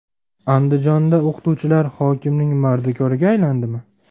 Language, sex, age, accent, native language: Uzbek, male, 19-29, Namangan, Uzbek